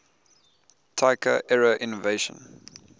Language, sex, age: English, male, 20